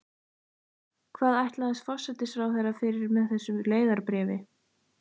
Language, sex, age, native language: Icelandic, female, 15, Icelandic